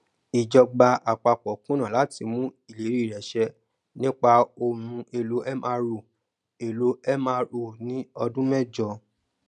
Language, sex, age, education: Yoruba, male, 30-45, tertiary